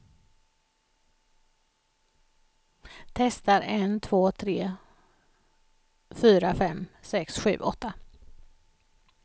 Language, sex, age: Swedish, female, 56